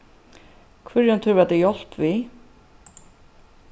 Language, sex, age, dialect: Faroese, female, 36-60, Suðuroy